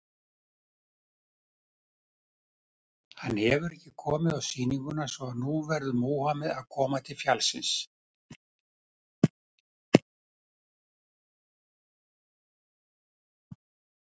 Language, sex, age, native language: Icelandic, male, 70-79, Icelandic